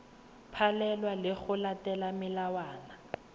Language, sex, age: Tswana, female, 18